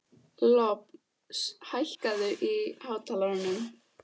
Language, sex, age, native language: Icelandic, female, 14, Icelandic